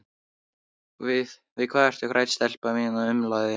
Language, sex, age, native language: Icelandic, male, 13, Icelandic